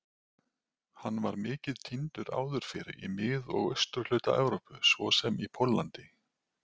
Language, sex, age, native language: Icelandic, male, 40-49, Icelandic